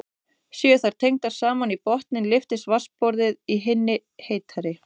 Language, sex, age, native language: Icelandic, female, 30-39, Icelandic